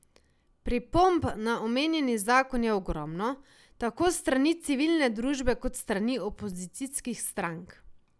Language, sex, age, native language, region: Slovenian, female, 18-29, Slovenian, Savinja region